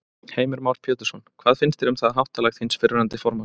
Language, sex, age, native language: Icelandic, male, 30-39, Icelandic